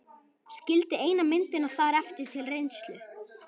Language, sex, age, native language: Icelandic, male, 11, Icelandic